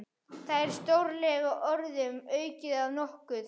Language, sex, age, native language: Icelandic, other, 12, Icelandic